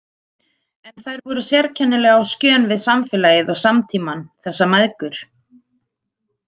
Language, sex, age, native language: Icelandic, female, 30-39, Icelandic